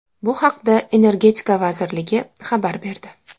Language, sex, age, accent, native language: Uzbek, female, 19-29, Farg'ona, Uzbek